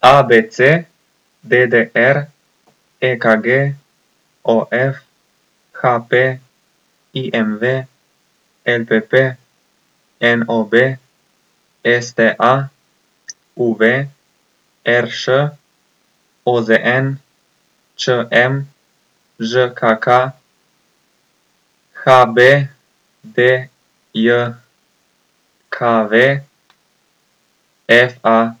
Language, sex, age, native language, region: Slovenian, male, 18-29, Slovenian, Coastal Karst region